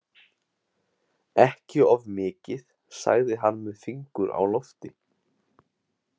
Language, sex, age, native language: Icelandic, male, 18-19, Icelandic